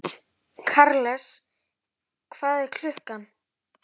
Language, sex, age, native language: Icelandic, female, 11, Icelandic